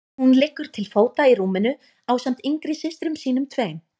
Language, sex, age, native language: Icelandic, female, 20-29, Icelandic